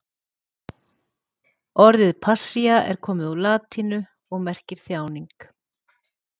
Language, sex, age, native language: Icelandic, female, 40-49, Icelandic